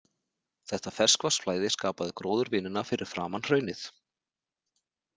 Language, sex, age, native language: Icelandic, male, 40-49, Icelandic